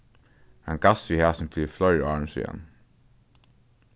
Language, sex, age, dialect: Faroese, male, 15-35, Norðurstreymoy/Eysturoy